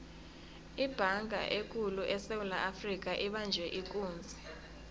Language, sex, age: South Ndebele, female, 22